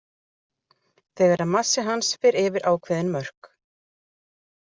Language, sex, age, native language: Icelandic, female, 40-49, Icelandic